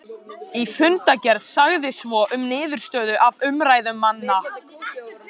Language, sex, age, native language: Icelandic, male, 14, Icelandic